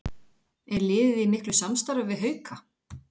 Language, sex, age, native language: Icelandic, female, 40-49, Icelandic